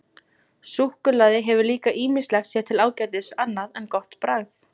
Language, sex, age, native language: Icelandic, female, 20-29, Icelandic